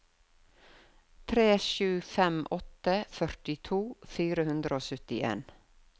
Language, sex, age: Norwegian, female, 52